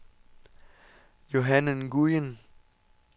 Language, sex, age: Danish, male, 27